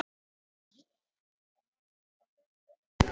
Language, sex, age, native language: Icelandic, female, 14, Icelandic